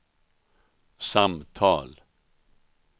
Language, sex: Swedish, male